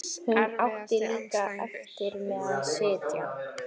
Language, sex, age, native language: Icelandic, female, 15, Icelandic